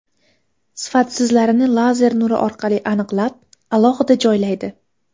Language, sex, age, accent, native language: Uzbek, female, 18-24, Farg'ona, Uzbek